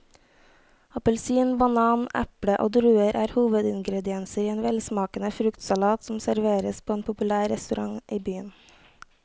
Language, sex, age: Norwegian, female, 18